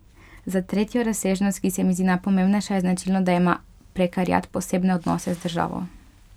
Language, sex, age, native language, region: Slovenian, female, 12-17, Slovenian, Pomurje region